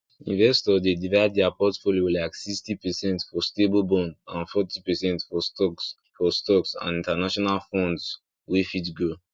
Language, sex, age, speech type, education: Nigerian Pidgin, male, 15-29, spontaneous, tertiary